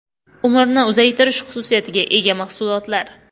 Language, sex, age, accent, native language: Uzbek, female, 18-24, Qoraqalpog'iston, Uzbek